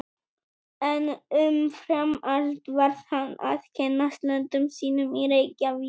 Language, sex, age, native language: Icelandic, male, 18-19, Icelandic